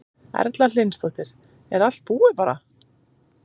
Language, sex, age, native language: Icelandic, female, 30-39, Icelandic